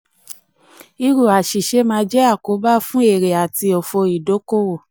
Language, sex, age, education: Yoruba, female, 15-29, tertiary